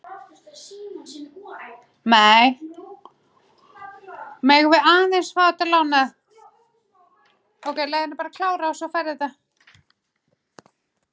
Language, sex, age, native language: Icelandic, female, 9, Icelandic